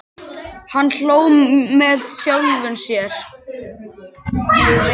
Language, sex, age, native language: Icelandic, male, 10, Icelandic